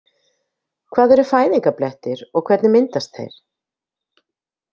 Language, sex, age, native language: Icelandic, female, 50-59, Icelandic